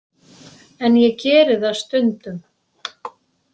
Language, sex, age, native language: Icelandic, female, 60-69, Icelandic